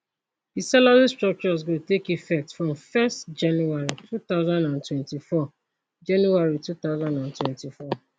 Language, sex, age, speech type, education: Nigerian Pidgin, female, 30-45, spontaneous, tertiary